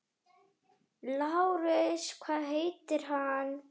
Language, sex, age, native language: Icelandic, female, 10, Icelandic